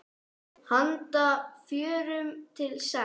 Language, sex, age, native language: Icelandic, female, 9, Icelandic